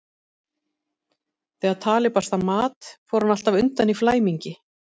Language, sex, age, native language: Icelandic, female, 50-59, Icelandic